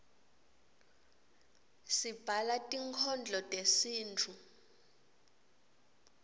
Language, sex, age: Swati, female, 26